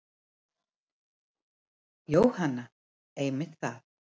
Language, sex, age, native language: Icelandic, female, 50-59, Icelandic